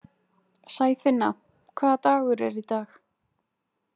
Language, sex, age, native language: Icelandic, female, 20-29, Icelandic